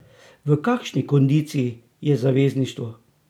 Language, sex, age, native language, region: Slovenian, male, 60+, Slovenian, Drava region